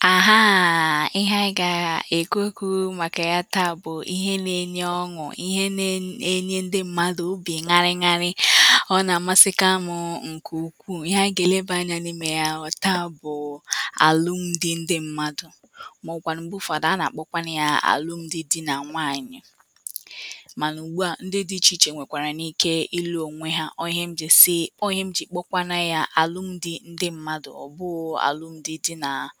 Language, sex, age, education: Igbo, female, 15-29, tertiary